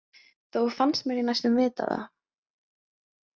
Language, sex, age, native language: Icelandic, female, 20-29, Icelandic